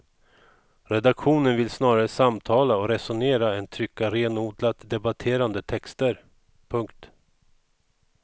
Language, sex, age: Swedish, male, 41